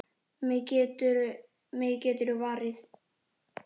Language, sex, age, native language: Icelandic, male, 9, Icelandic